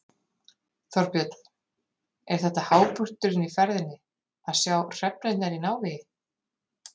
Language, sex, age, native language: Icelandic, female, 30-39, Icelandic